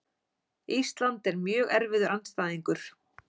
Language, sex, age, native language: Icelandic, female, 40-49, Icelandic